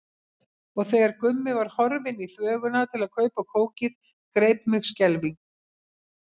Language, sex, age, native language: Icelandic, female, 50-59, Icelandic